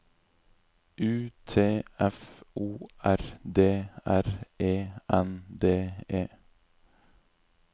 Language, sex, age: Norwegian, male, 26